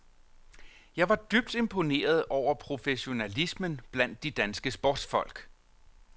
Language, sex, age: Danish, male, 45